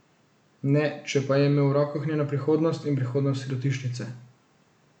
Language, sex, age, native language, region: Slovenian, male, 18-29, Slovenian, Central Slovenia